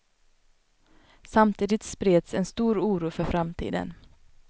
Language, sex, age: Swedish, female, 29